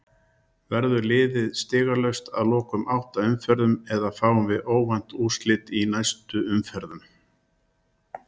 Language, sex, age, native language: Icelandic, male, 60-69, Icelandic